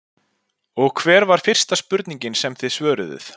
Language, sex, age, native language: Icelandic, male, 40-49, Icelandic